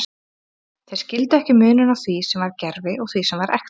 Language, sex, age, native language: Icelandic, female, 30-39, Icelandic